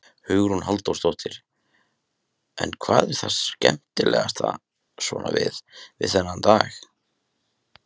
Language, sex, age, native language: Icelandic, male, 30-39, Icelandic